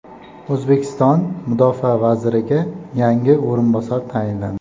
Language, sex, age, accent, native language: Uzbek, male, 25-34, Jizzax, Uzbek